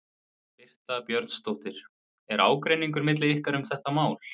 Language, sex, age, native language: Icelandic, male, 20-29, Icelandic